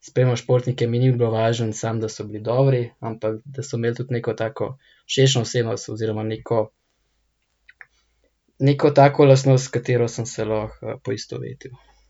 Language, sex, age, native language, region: Slovenian, male, 18-29, Slovenian, Central Slovenia